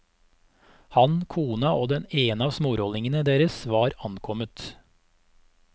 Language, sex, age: Norwegian, male, 34